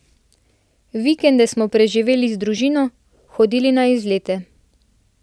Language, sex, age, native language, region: Slovenian, female, 18-29, Slovenian, Central Slovenia